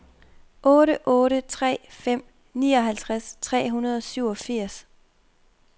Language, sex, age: Danish, female, 24